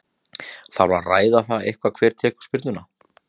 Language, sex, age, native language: Icelandic, male, 30-39, Icelandic